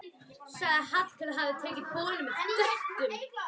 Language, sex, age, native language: Icelandic, female, 11, Icelandic